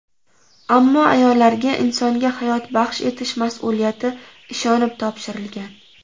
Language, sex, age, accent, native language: Uzbek, female, 18-24, Namangan, Uzbek